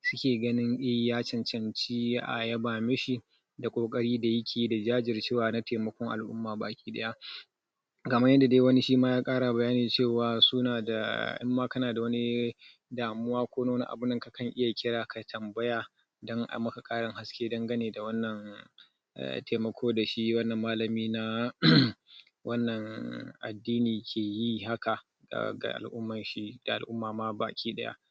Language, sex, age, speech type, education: Hausa, male, 30-45, spontaneous, tertiary